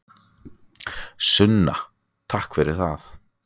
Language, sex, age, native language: Icelandic, male, 20-29, Icelandic